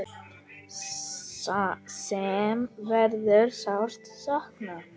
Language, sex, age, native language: Icelandic, female, 10, Icelandic